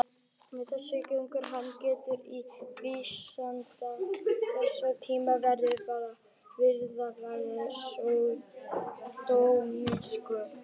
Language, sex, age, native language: Icelandic, female, 30-39, Icelandic